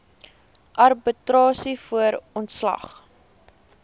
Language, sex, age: Afrikaans, female, 19